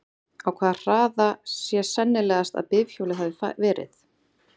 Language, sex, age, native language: Icelandic, female, 30-39, Icelandic